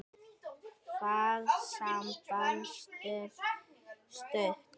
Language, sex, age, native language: Icelandic, male, 10, Icelandic